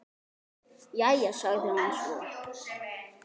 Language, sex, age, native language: Icelandic, male, 8, Icelandic